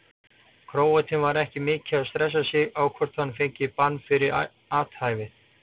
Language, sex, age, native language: Icelandic, male, 40-49, Icelandic